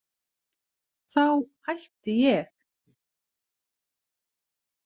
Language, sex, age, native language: Icelandic, female, 50-59, Icelandic